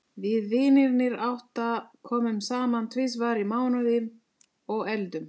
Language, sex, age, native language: Icelandic, female, 40-49, Italian